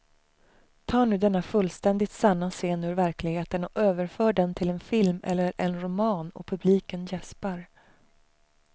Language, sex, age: Swedish, female, 35